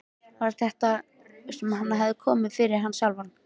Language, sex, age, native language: Icelandic, female, 13, Icelandic